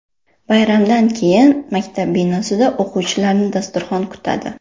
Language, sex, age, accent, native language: Uzbek, female, 18-24, Toshkent shahri, Uzbek